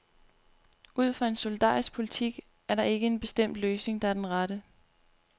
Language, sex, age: Danish, female, 25